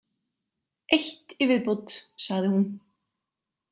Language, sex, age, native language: Icelandic, female, 40-49, Icelandic